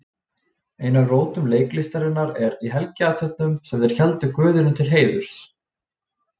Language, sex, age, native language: Icelandic, male, 20-29, Icelandic